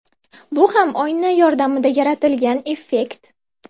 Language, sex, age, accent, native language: Uzbek, female, 18-24, Andijon, Uzbek